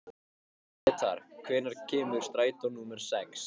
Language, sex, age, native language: Icelandic, male, 15, Icelandic